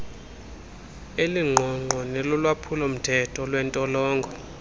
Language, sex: Xhosa, male